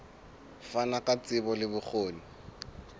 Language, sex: Southern Sotho, male